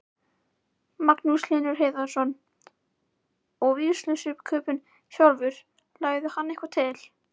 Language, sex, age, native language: Icelandic, female, 11, Icelandic